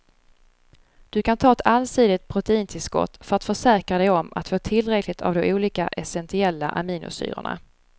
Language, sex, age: Swedish, female, 35